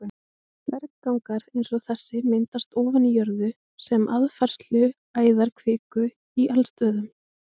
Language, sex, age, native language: Icelandic, female, 20-29, Icelandic